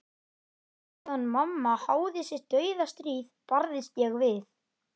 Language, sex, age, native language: Icelandic, male, 11, Icelandic